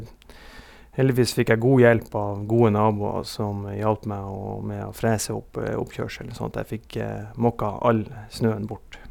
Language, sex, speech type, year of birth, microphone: Norwegian, male, spontaneous, 1971, Sennheiser